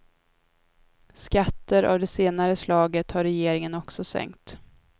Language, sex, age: Swedish, female, 22